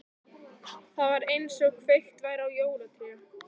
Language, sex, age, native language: Icelandic, female, 15, Icelandic